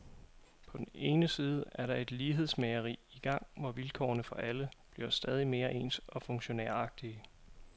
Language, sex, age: Danish, male, 27